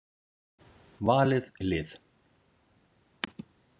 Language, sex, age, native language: Icelandic, male, 40-49, Icelandic